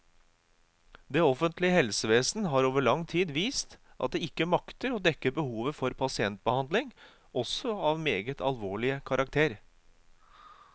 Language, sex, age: Norwegian, male, 36